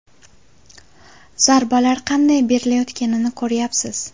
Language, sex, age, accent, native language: Uzbek, female, 18-24, Qashqadaryo, Uzbek